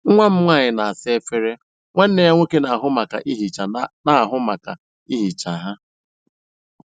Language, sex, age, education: Igbo, male, 15-29, tertiary